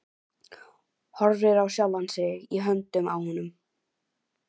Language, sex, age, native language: Icelandic, female, 11, Icelandic